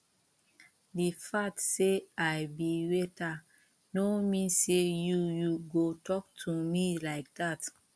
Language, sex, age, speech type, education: Nigerian Pidgin, female, 30-45, spontaneous, tertiary